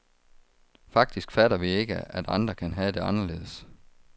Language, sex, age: Danish, male, 35